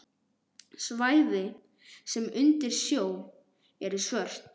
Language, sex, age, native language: Icelandic, male, 12, Icelandic